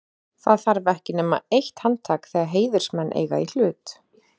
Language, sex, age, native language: Icelandic, female, 30-39, Icelandic